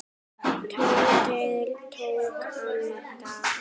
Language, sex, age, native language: Icelandic, female, 9, Icelandic